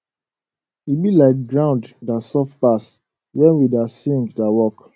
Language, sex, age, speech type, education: Nigerian Pidgin, male, 15-29, spontaneous, secondary